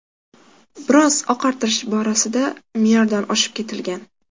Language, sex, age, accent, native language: Uzbek, female, 12-17, Qashqadaryo, Uzbek